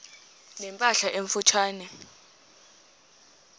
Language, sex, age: Xhosa, female, 23